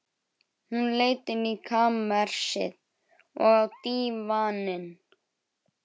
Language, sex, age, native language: Icelandic, male, 12, Icelandic